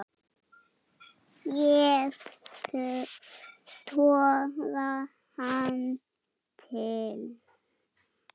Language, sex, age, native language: Icelandic, male, 7, Icelandic